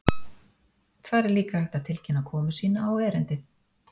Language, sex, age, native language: Icelandic, female, 40-49, Icelandic